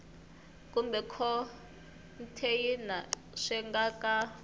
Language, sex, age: Tsonga, female, 21